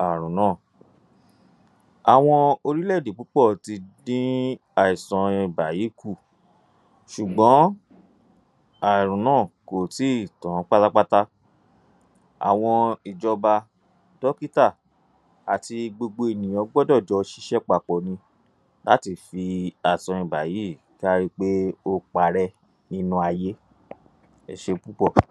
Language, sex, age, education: Yoruba, male, 30-45, tertiary